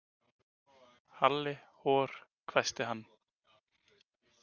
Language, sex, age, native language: Icelandic, male, 20-29, Icelandic